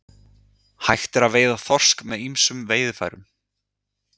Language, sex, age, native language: Icelandic, male, 30-39, Icelandic